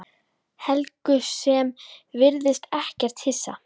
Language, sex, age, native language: Icelandic, female, 10, Icelandic